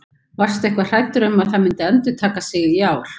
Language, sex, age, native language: Icelandic, female, 50-59, Icelandic